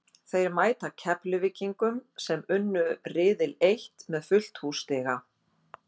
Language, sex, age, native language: Icelandic, female, 50-59, Icelandic